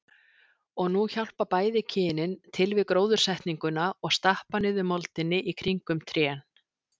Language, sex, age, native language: Icelandic, female, 60-69, Icelandic